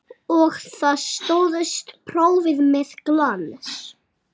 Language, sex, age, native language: Icelandic, male, 6, Icelandic